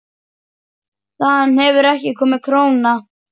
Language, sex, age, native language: Icelandic, male, 9, Icelandic